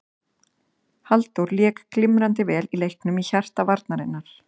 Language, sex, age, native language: Icelandic, female, 30-39, Icelandic